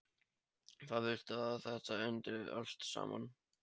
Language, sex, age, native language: Icelandic, male, 13, Polish